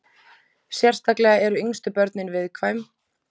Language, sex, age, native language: Icelandic, female, 20-29, Icelandic